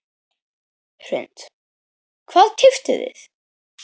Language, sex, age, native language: Icelandic, male, 10, Icelandic